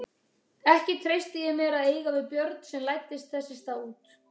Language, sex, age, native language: Icelandic, female, 30-39, Icelandic